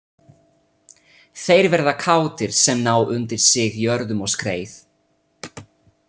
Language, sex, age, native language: Icelandic, male, 30-39, Italian